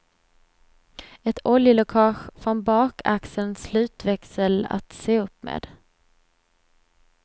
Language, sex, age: Swedish, female, 26